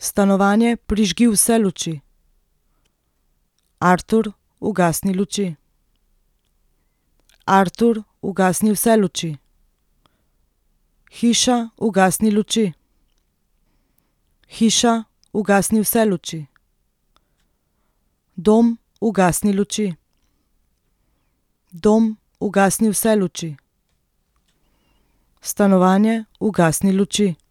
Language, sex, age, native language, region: Slovenian, female, 30-49, Slovenian, Central Slovenia